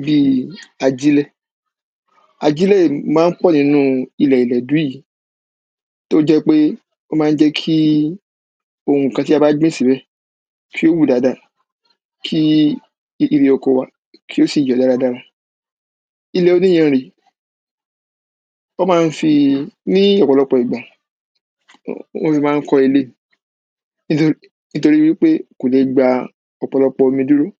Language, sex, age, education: Yoruba, male, 15-29, primary